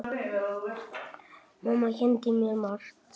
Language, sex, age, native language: Icelandic, male, 8, Icelandic